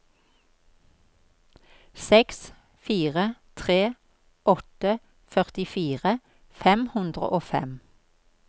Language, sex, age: Norwegian, female, 53